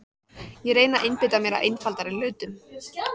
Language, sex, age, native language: Icelandic, female, 14, Icelandic